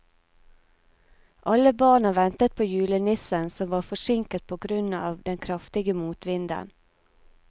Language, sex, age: Norwegian, female, 34